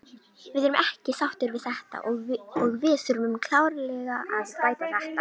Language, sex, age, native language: Icelandic, male, 18-19, Icelandic